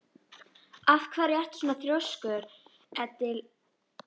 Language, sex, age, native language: Icelandic, female, 12, Icelandic